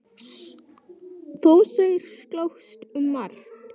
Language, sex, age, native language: Icelandic, male, 9, Icelandic